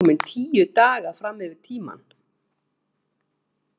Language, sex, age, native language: Icelandic, female, 50-59, Icelandic